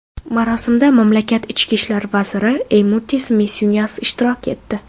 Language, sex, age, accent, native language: Uzbek, female, under 19, Navoiy, Uzbek